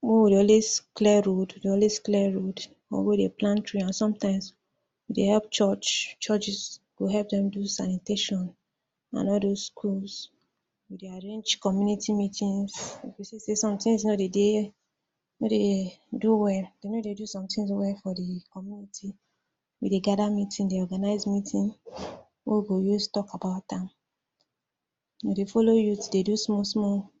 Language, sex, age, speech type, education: Nigerian Pidgin, female, 46-60, spontaneous, tertiary